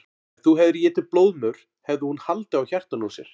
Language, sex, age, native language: Icelandic, male, 40-49, Icelandic